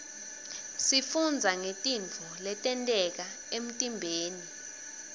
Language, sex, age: Swati, female, 22